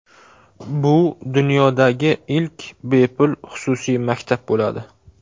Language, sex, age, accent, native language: Uzbek, male, 18-24, Farg'ona, Uzbek